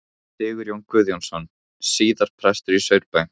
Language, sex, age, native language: Icelandic, male, 15, Icelandic